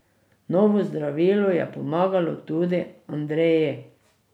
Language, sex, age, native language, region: Slovenian, female, 60+, Slovenian, Drava region